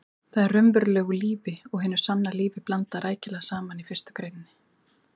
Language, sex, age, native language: Icelandic, female, 30-39, Icelandic